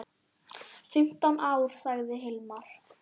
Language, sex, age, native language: Icelandic, female, 10, Icelandic